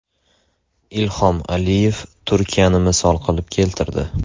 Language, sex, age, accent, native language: Uzbek, male, 18-24, Andijon, Uzbek